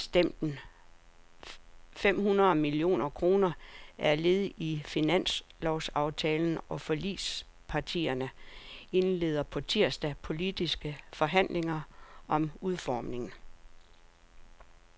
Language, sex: Danish, female